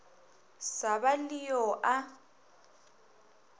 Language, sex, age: Northern Sotho, female, 21